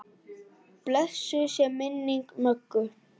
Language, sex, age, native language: Icelandic, female, 9, Icelandic